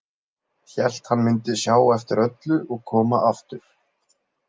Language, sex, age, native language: Icelandic, male, 20-29, Icelandic